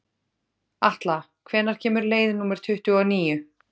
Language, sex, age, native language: Icelandic, female, 30-39, Icelandic